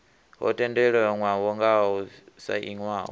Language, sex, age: Venda, male, 24